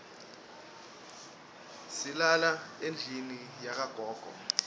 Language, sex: Swati, male